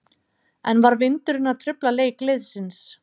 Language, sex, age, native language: Icelandic, female, 30-39, Icelandic